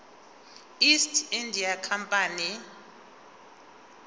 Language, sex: Zulu, female